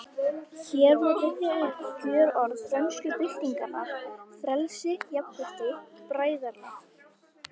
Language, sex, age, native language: Icelandic, female, 18-19, Icelandic